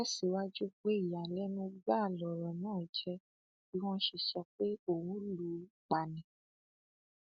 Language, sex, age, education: Yoruba, female, 15-29, tertiary